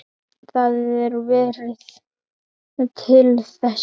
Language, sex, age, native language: Icelandic, male, 8, Icelandic